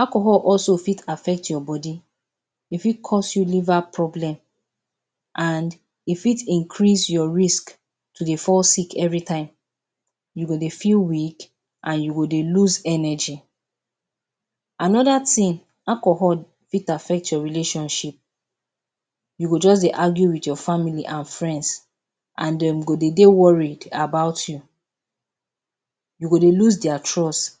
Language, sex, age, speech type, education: Nigerian Pidgin, female, 30-45, spontaneous, tertiary